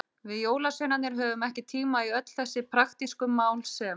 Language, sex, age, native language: Icelandic, female, 30-39, Icelandic